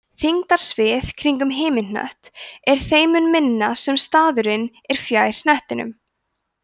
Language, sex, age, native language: Icelandic, female, 20-29, Icelandic